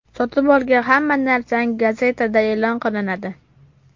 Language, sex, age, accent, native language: Uzbek, male, 12-17, Farg'ona, Uzbek